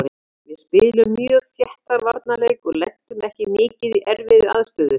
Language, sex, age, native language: Icelandic, female, 50-59, Icelandic